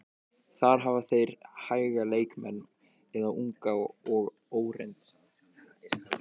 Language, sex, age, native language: Icelandic, male, 18-19, Icelandic